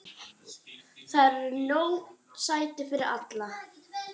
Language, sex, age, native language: Icelandic, female, 12, Icelandic